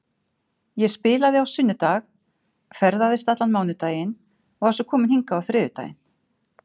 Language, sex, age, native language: Icelandic, female, 50-59, Icelandic